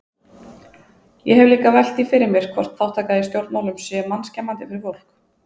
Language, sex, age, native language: Icelandic, female, 20-29, Icelandic